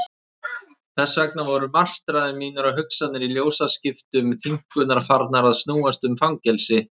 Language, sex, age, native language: Icelandic, male, 30-39, Icelandic